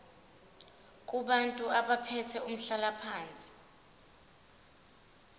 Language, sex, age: Zulu, female, 25